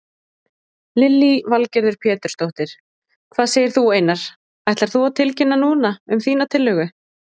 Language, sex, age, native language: Icelandic, female, 20-29, Icelandic